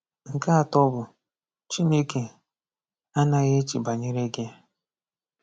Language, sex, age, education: Igbo, male, 15-29, tertiary